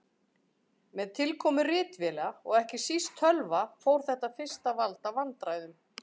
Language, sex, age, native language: Icelandic, female, 40-49, Icelandic